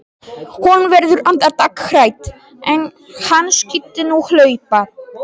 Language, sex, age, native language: Icelandic, male, 40-49, Polish